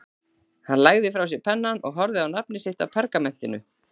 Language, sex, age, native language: Icelandic, female, 40-49, Icelandic